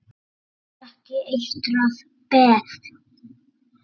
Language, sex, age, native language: Icelandic, male, 9, Icelandic